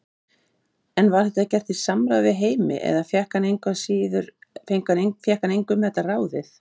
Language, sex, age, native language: Icelandic, female, 50-59, Icelandic